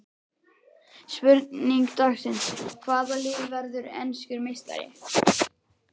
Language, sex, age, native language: Icelandic, male, 11, Icelandic